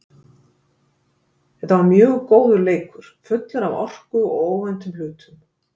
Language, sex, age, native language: Icelandic, female, 50-59, Icelandic